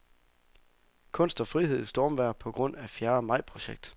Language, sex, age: Danish, male, 24